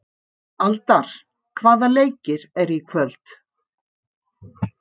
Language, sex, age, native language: Icelandic, female, 50-59, Icelandic